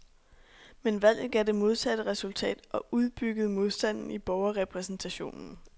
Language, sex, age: Danish, female, 26